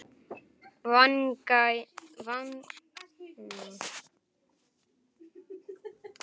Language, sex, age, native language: Icelandic, male, 10, Icelandic